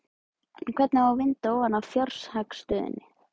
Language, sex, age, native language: Icelandic, male, 12, Icelandic